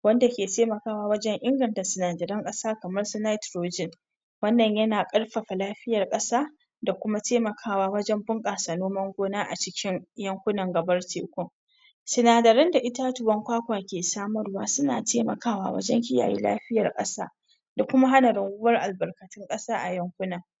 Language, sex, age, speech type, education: Hausa, female, 46-60, spontaneous, tertiary